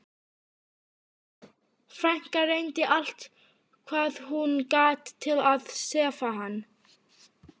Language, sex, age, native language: Icelandic, female, 12, Icelandic